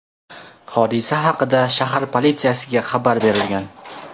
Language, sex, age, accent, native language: Uzbek, male, 18-24, Namangan, Uzbek